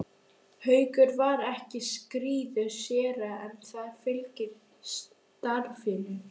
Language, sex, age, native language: Icelandic, female, 12, Icelandic